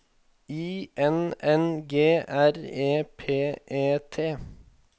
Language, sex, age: Norwegian, male, 21